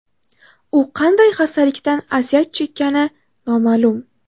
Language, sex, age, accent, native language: Uzbek, female, 18-24, Toshkent shahri, Uzbek